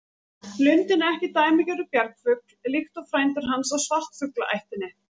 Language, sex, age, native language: Icelandic, female, 40-49, Icelandic